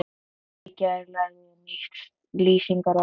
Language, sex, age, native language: Icelandic, male, 11, Icelandic